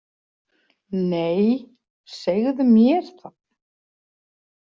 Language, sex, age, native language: Icelandic, female, 40-49, Icelandic